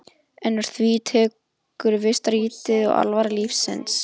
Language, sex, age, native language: Icelandic, female, 11, Icelandic